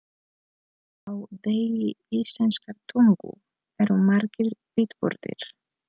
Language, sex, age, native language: Icelandic, female, 30-39, Polish